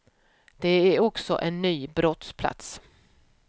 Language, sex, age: Swedish, female, 44